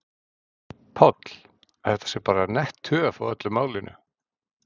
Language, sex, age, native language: Icelandic, male, 40-49, Icelandic